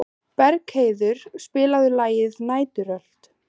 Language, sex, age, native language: Icelandic, female, 15, Icelandic